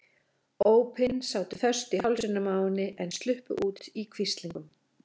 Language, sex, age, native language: Icelandic, female, 40-49, Icelandic